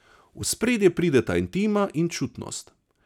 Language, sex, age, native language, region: Slovenian, male, 30-49, Slovenian, Savinja region